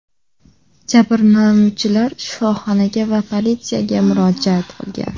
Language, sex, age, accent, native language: Uzbek, female, 18-24, Samarqand, Uzbek